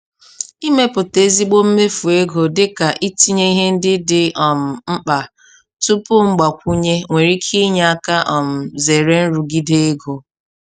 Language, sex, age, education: Igbo, female, 30-45, tertiary